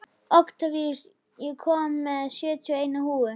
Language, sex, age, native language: Icelandic, female, 11, Icelandic